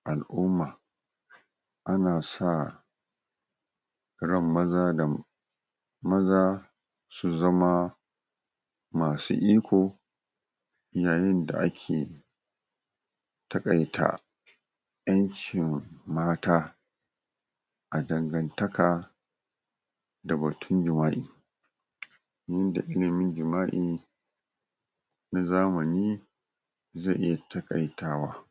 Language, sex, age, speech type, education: Hausa, male, 46-60, spontaneous, tertiary